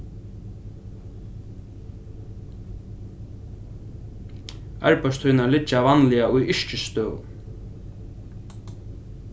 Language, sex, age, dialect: Faroese, male, 15-35, Norðurstreymoy/Eysturoy